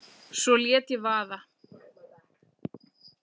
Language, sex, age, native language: Icelandic, female, 40-49, Icelandic